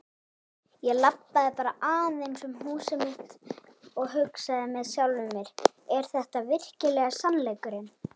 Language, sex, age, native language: Icelandic, female, 8, Icelandic